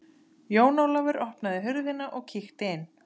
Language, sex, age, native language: Icelandic, female, 30-39, Icelandic